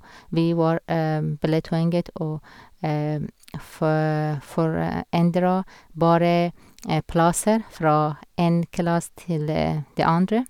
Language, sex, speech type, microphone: Norwegian, female, spontaneous, Sennheiser